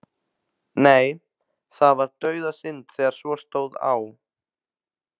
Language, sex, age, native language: Icelandic, male, 15, Icelandic